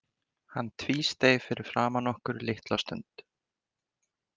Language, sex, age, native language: Icelandic, male, 20-29, Icelandic